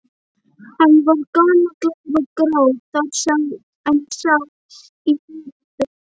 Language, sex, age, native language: Icelandic, female, 11, Icelandic